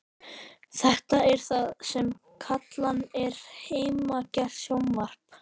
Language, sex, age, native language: Icelandic, male, 12, Icelandic